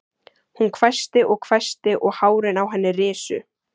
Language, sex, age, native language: Icelandic, female, 14, Icelandic